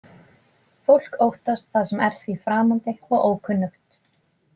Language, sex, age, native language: Icelandic, female, 20-29, Icelandic